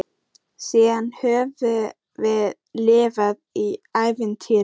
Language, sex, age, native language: Icelandic, female, 14, Icelandic